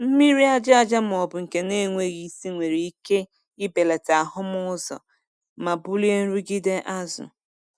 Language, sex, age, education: Igbo, female, 30-45, tertiary